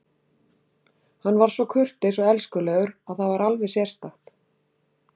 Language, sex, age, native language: Icelandic, female, 60-69, Icelandic